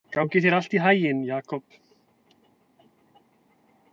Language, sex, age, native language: Icelandic, male, 30-39, Icelandic